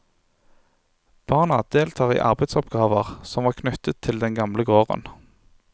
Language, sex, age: Norwegian, male, 23